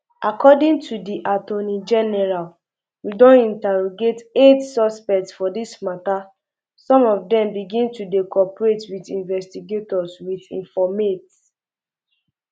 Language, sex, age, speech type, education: Nigerian Pidgin, female, 15-29, spontaneous, secondary